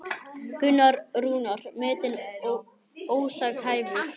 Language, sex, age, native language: Icelandic, male, 18-19, Icelandic